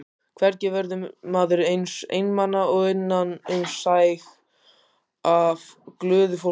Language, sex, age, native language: Icelandic, male, 18-19, Icelandic